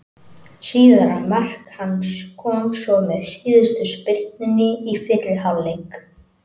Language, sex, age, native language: Icelandic, male, 18-19, Icelandic